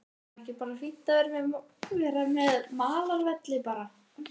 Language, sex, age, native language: Icelandic, female, 13, Icelandic